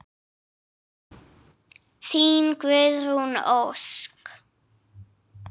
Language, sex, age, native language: Icelandic, female, 8, English